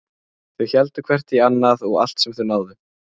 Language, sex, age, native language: Icelandic, male, 20-29, Icelandic